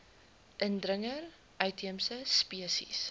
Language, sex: Afrikaans, female